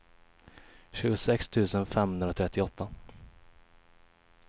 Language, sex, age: Swedish, male, 21